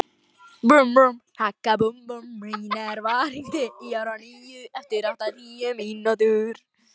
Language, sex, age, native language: Icelandic, female, 18-19, Lithuanian